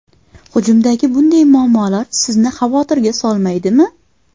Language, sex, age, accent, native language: Uzbek, female, 18-24, Qashqadaryo, Uzbek